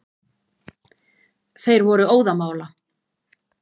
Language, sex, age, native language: Icelandic, female, 40-49, Icelandic